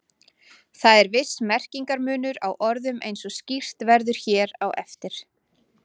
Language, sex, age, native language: Icelandic, female, 40-49, Icelandic